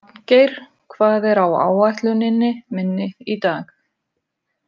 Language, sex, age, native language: Icelandic, female, 50-59, Icelandic